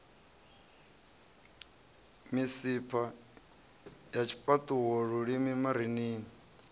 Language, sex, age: Venda, male, 37